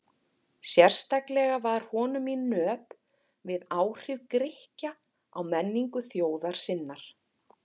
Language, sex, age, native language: Icelandic, female, 40-49, Icelandic